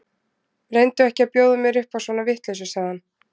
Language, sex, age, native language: Icelandic, female, 20-29, Icelandic